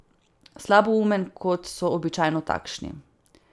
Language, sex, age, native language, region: Slovenian, female, 18-29, Slovenian, Savinja region